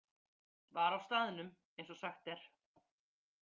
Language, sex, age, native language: Icelandic, female, 50-59, Icelandic